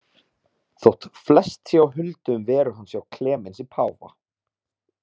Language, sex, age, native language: Icelandic, male, 30-39, Icelandic